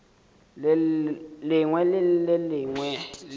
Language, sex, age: Northern Sotho, male, 18